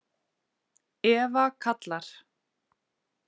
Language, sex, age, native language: Icelandic, female, 30-39, Icelandic